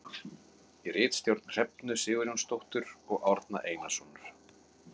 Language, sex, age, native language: Icelandic, male, 40-49, Icelandic